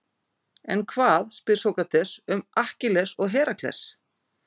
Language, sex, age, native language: Icelandic, female, 50-59, Icelandic